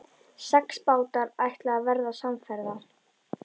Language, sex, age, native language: Icelandic, female, 11, Icelandic